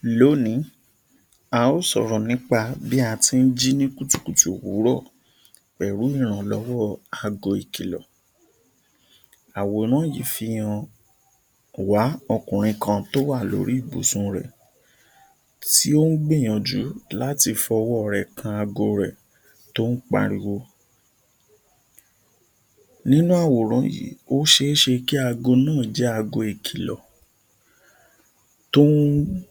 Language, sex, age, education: Yoruba, male, 60+, tertiary